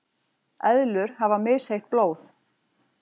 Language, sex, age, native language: Icelandic, female, 40-49, Icelandic